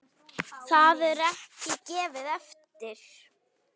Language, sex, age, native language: Icelandic, female, 8, Icelandic